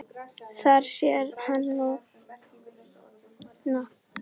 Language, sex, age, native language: Icelandic, female, 10, Icelandic